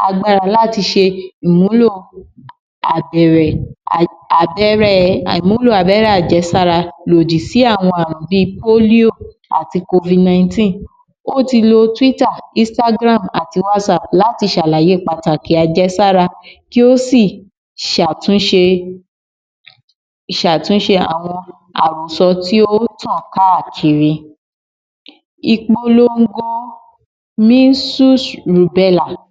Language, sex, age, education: Yoruba, female, 30-45, tertiary